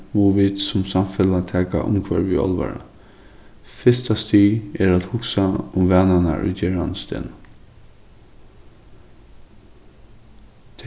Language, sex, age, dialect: Faroese, male, 15-35, Suðurstreymoy